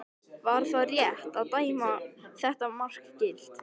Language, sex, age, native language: Icelandic, male, 13, Icelandic